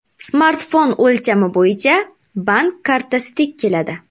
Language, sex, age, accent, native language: Uzbek, female, 18-24, Namangan, Uzbek